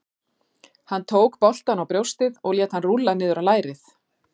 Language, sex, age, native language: Icelandic, female, 40-49, Icelandic